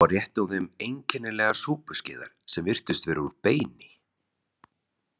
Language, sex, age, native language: Icelandic, male, 30-39, Icelandic